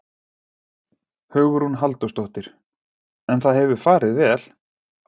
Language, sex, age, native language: Icelandic, male, 40-49, Icelandic